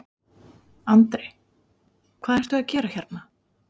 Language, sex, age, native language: Icelandic, female, 40-49, Icelandic